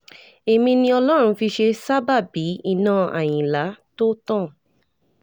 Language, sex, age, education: Yoruba, female, 15-29, tertiary